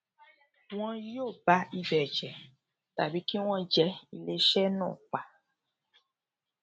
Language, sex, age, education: Yoruba, female, 46-60, secondary